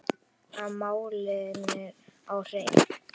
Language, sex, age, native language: Icelandic, male, 9, Icelandic